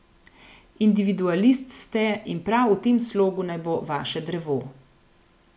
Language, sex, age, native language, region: Slovenian, female, 30-49, Slovenian, Gorenjska region